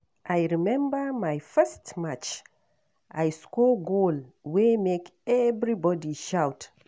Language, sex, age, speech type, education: Nigerian Pidgin, female, 60+, read, tertiary